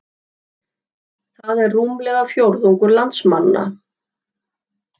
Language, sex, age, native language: Icelandic, female, 60-69, Icelandic